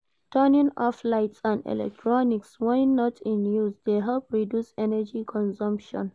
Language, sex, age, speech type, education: Nigerian Pidgin, female, 46-60, read, primary